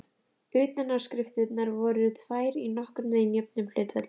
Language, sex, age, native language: Icelandic, female, 11, Icelandic